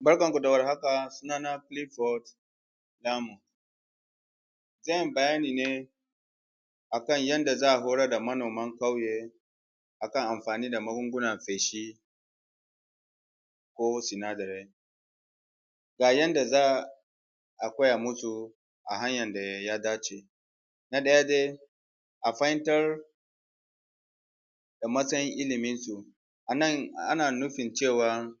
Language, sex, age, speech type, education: Hausa, male, 30-45, spontaneous, tertiary